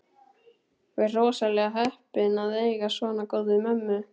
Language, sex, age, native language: Icelandic, male, 12, Icelandic